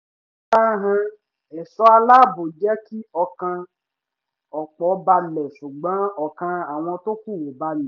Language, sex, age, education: Yoruba, male, 15-29, tertiary